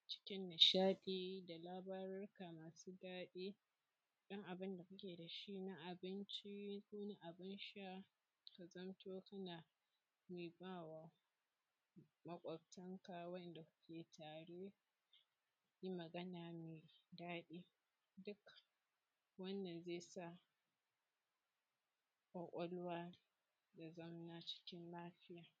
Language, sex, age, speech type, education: Hausa, female, 15-29, spontaneous, secondary